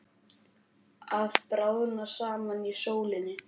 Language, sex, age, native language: Icelandic, male, 10, Icelandic